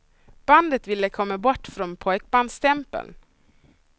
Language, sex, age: Swedish, female, 26